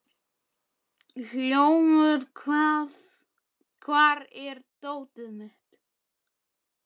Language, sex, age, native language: Icelandic, male, 12, Icelandic